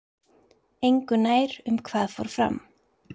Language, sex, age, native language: Icelandic, female, 30-39, Icelandic